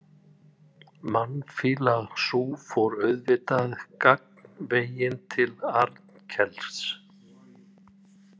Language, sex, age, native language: Icelandic, male, 60-69, Icelandic